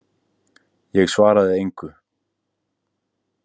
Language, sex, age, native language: Icelandic, male, 18-19, Icelandic